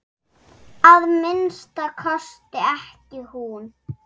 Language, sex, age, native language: Icelandic, female, 6, Icelandic